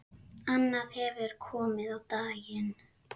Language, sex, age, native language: Icelandic, female, 10, Icelandic